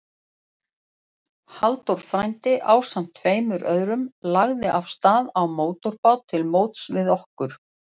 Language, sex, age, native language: Icelandic, female, 40-49, Icelandic